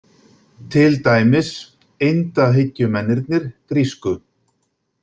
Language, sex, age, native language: Icelandic, male, 50-59, Icelandic